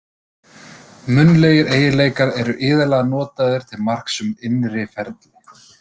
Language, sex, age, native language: Icelandic, male, 30-39, Icelandic